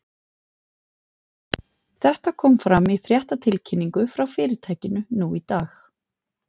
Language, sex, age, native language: Icelandic, female, 40-49, Icelandic